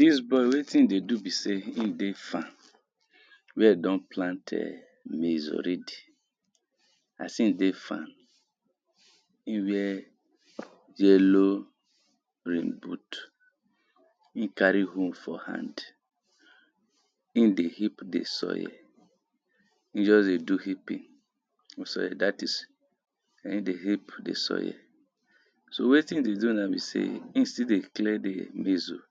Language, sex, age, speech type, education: Nigerian Pidgin, male, 30-45, spontaneous, tertiary